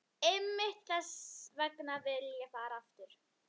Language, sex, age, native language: Icelandic, female, 11, Icelandic